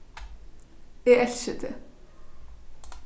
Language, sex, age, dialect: Faroese, female, 15-35, Norðurstreymoy/Eysturoy